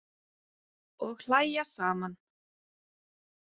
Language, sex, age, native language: Icelandic, female, 30-39, Icelandic